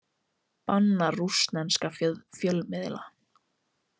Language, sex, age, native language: Icelandic, female, 18-19, Icelandic